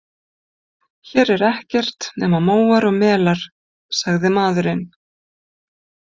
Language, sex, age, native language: Icelandic, female, 50-59, Icelandic